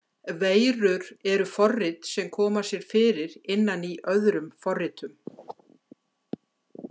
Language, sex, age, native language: Icelandic, female, 60-69, Icelandic